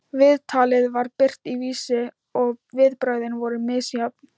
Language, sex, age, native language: Icelandic, female, 13, Thai